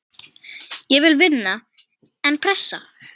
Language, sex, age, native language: Icelandic, female, 10, Icelandic